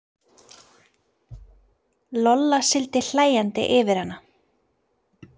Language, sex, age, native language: Icelandic, female, 30-39, Icelandic